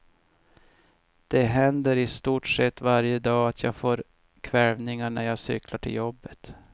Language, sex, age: Swedish, male, 50